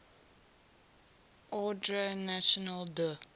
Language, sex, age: English, female, 18